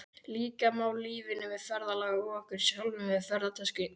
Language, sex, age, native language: Icelandic, male, 12, Icelandic